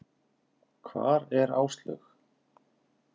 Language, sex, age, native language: Icelandic, male, 40-49, Icelandic